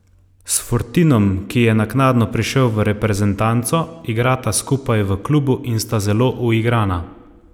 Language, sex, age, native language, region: Slovenian, male, 30-49, Slovenian, Savinja region